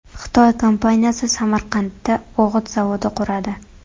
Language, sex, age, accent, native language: Uzbek, female, 18-24, Toshkent shahri, Uzbek